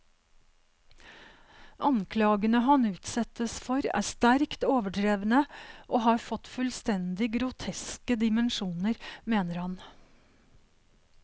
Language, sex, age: Norwegian, female, 52